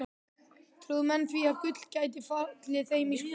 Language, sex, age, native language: Icelandic, male, 12, Icelandic